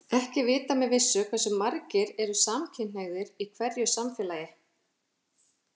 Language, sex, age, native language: Icelandic, female, 40-49, Icelandic